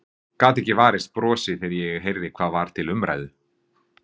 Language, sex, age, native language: Icelandic, male, 40-49, Icelandic